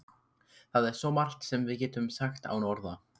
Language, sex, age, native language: Icelandic, male, 15, Icelandic